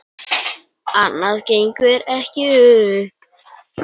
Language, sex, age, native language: Icelandic, male, 9, Icelandic